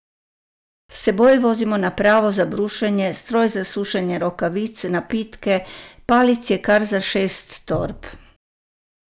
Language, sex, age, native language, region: Slovenian, female, 60+, Croatian, Savinja region